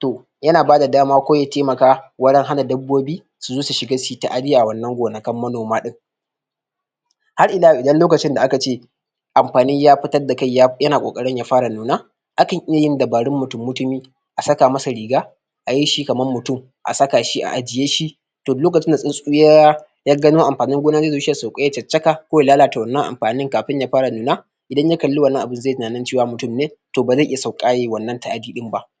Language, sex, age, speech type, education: Hausa, male, 15-29, spontaneous, tertiary